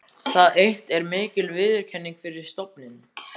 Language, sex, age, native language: Icelandic, other, 14, Icelandic